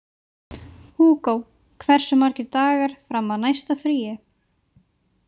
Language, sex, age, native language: Icelandic, female, 20-29, Icelandic